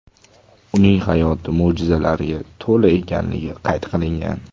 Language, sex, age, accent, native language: Uzbek, male, 18-24, Toshkent shahri, Uzbek